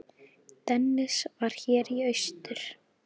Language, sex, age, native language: Icelandic, female, 10, Icelandic